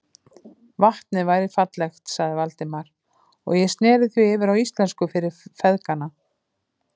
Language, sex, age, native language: Icelandic, female, 50-59, Icelandic